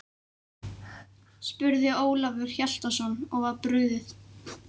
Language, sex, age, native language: Icelandic, male, 11, Icelandic